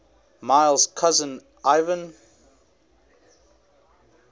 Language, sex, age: English, male, 21